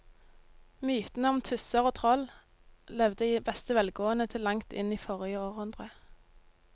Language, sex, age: Norwegian, female, 19